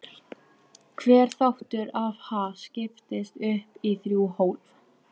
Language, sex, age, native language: Icelandic, female, 13, Icelandic